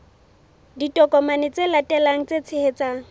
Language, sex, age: Southern Sotho, female, 18